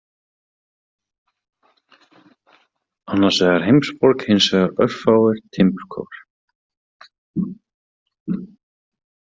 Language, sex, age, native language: Icelandic, male, 30-39, Icelandic